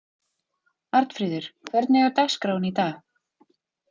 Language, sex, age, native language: Icelandic, female, 40-49, Icelandic